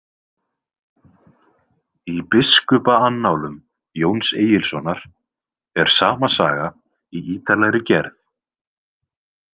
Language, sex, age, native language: Icelandic, male, 20-29, Icelandic